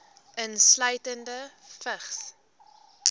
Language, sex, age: Afrikaans, female, 18